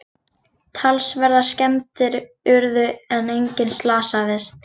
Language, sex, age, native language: Icelandic, female, 40-49, Icelandic